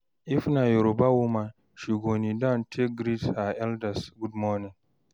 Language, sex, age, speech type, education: Nigerian Pidgin, male, 46-60, read, tertiary